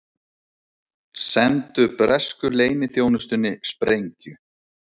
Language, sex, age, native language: Icelandic, male, 30-39, Icelandic